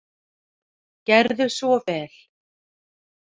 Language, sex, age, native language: Icelandic, female, 40-49, Icelandic